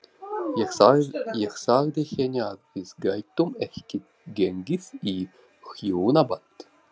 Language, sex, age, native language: Icelandic, male, 40-49, Russian